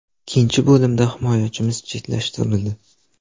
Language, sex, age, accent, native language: Uzbek, male, 12-17, Qoraqalpog'iston, Uzbek